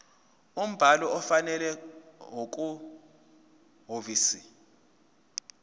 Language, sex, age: Zulu, male, 22